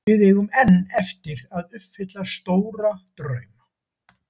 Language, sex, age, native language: Icelandic, male, 70-79, Icelandic